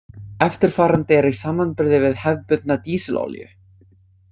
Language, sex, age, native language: Icelandic, other, 20-29, English